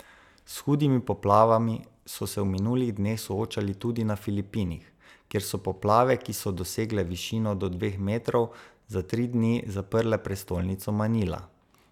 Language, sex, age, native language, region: Slovenian, male, 30-49, Slovenian, Savinja region